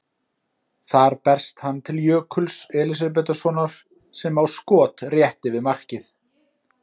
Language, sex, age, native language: Icelandic, male, 30-39, Icelandic